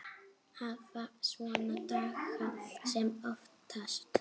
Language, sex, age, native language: Icelandic, female, 8, Icelandic